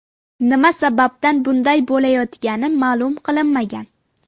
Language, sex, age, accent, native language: Uzbek, female, under 19, Andijon, Uzbek